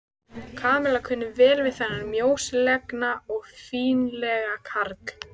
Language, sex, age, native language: Icelandic, female, 14, Icelandic